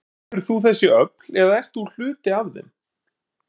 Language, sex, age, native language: Icelandic, male, 30-39, Icelandic